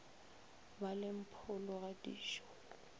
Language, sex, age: Northern Sotho, female, 22